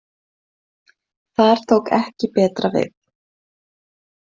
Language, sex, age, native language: Icelandic, female, 20-29, Icelandic